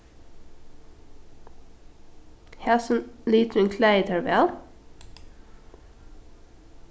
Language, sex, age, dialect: Faroese, female, 15-35, Norðuroyggjar